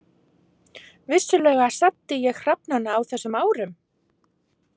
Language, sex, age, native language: Icelandic, female, 40-49, Icelandic